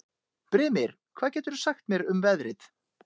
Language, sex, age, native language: Icelandic, male, 30-39, Icelandic